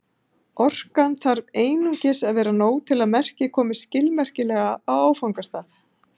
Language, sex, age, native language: Icelandic, female, 50-59, Icelandic